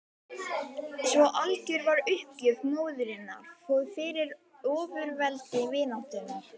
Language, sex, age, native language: Icelandic, female, 12, Icelandic